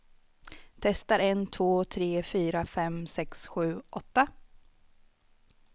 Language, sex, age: Swedish, female, 25